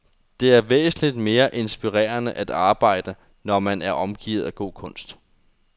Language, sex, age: Danish, male, 21